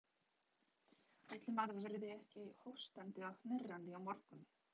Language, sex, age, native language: Icelandic, female, 30-39, Polish